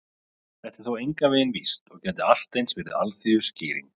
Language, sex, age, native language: Icelandic, male, 30-39, Icelandic